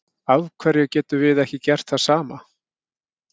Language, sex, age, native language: Icelandic, male, 50-59, Icelandic